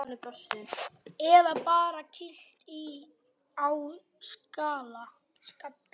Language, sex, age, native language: Icelandic, other, 10, Icelandic